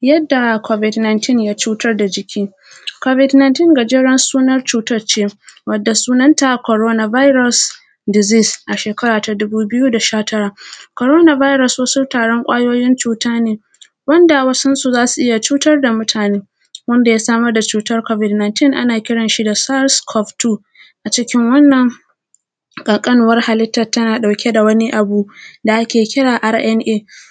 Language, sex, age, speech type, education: Hausa, female, 15-29, spontaneous, primary